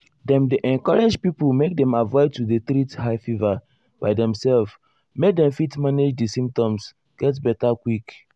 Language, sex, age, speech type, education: Nigerian Pidgin, male, 15-29, spontaneous, tertiary